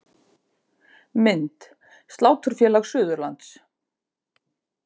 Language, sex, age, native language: Icelandic, female, 50-59, Icelandic